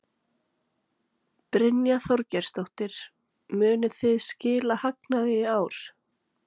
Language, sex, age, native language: Icelandic, female, 18-19, Icelandic